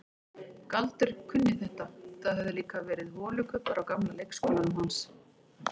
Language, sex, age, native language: Icelandic, female, 40-49, Icelandic